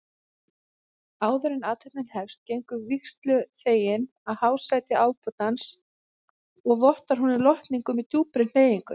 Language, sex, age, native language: Icelandic, female, 30-39, Icelandic